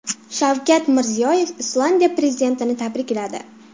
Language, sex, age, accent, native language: Uzbek, female, under 19, Farg'ona, Uzbek